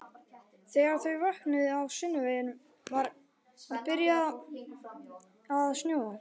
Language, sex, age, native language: Icelandic, male, 11, Icelandic